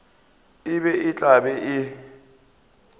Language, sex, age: Northern Sotho, male, 24